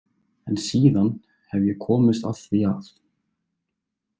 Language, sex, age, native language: Icelandic, male, 20-29, Icelandic